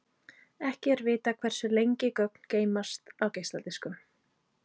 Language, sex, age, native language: Icelandic, female, 30-39, Icelandic